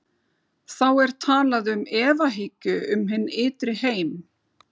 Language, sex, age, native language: Icelandic, female, 40-49, Icelandic